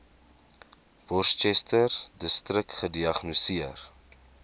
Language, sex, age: Afrikaans, male, 21